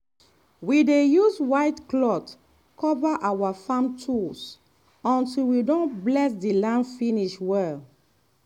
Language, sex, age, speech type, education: Nigerian Pidgin, female, 30-45, spontaneous, tertiary